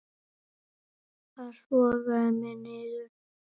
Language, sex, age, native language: Icelandic, male, 9, Icelandic